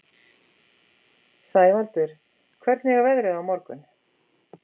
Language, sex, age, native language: Icelandic, female, 50-59, Icelandic